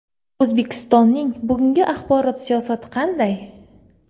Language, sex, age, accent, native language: Uzbek, female, 25-34, Qoraqalpog'iston, Uzbek